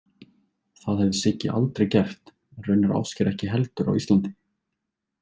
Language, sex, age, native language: Icelandic, male, 20-29, Icelandic